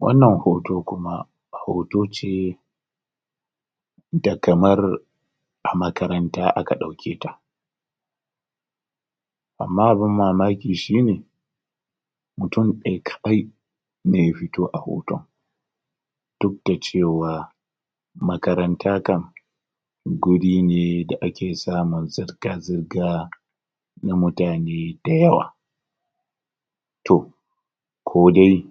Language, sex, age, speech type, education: Hausa, male, 30-45, spontaneous, tertiary